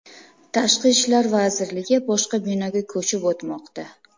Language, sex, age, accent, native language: Uzbek, female, 25-34, Namangan, Uzbek